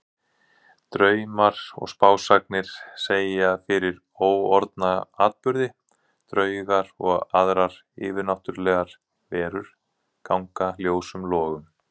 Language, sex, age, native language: Icelandic, male, 40-49, Icelandic